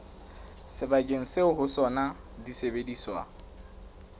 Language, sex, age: Southern Sotho, male, 19